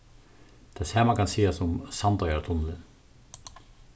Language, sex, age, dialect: Faroese, male, 36-60, Suðurstreymoy